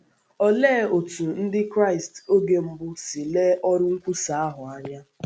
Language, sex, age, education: Igbo, female, 15-29, secondary